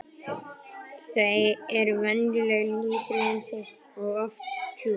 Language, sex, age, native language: Icelandic, male, 11, Icelandic